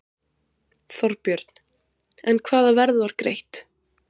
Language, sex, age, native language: Icelandic, female, 20-29, Icelandic